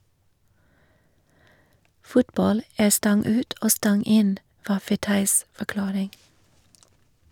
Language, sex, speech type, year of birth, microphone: Norwegian, female, read, 1961, Shure